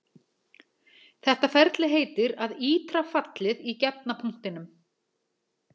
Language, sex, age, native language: Icelandic, female, 40-49, Icelandic